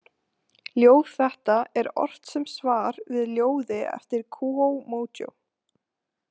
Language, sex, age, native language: Icelandic, female, 18-19, Icelandic